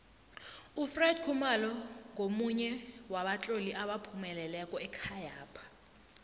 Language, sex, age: South Ndebele, female, 20